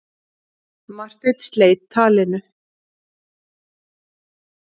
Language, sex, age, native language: Icelandic, female, 40-49, Icelandic